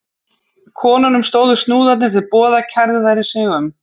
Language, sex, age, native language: Icelandic, female, 30-39, Icelandic